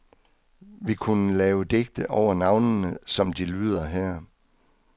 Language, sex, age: Danish, male, 66